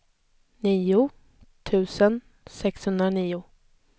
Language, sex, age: Swedish, female, 20